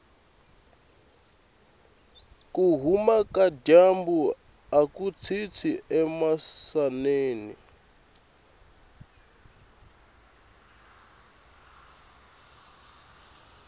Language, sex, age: Tsonga, male, 21